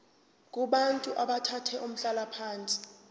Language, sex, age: Zulu, male, 29